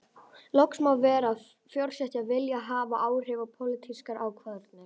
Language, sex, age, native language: Icelandic, female, 18-19, Icelandic